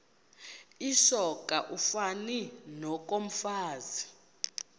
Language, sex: Xhosa, female